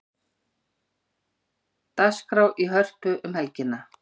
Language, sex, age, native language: Icelandic, female, 50-59, Icelandic